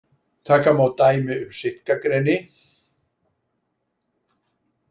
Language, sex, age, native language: Icelandic, male, 60-69, Icelandic